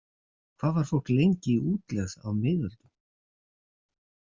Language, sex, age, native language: Icelandic, male, 50-59, Icelandic